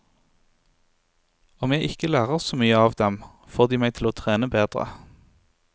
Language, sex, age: Norwegian, male, 23